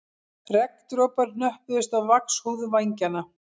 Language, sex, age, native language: Icelandic, female, 50-59, Icelandic